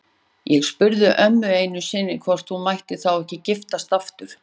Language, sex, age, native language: Icelandic, female, 40-49, Icelandic